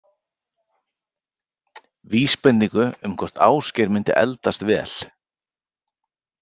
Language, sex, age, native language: Icelandic, male, 40-49, Icelandic